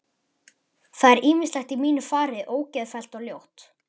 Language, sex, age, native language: Icelandic, male, 11, Icelandic